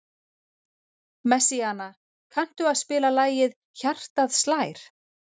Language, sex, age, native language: Icelandic, female, 40-49, Icelandic